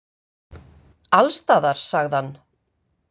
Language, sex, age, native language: Icelandic, female, 50-59, Icelandic